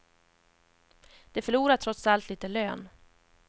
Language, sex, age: Swedish, female, 31